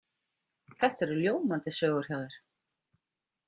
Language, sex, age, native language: Icelandic, female, 50-59, Icelandic